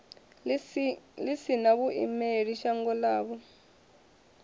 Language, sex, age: Venda, female, 21